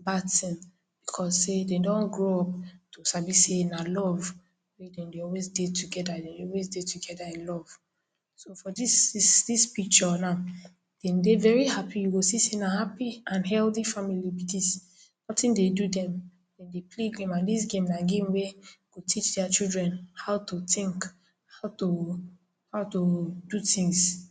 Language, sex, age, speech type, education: Nigerian Pidgin, female, 15-29, spontaneous, tertiary